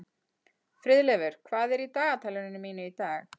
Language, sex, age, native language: Icelandic, female, 40-49, Icelandic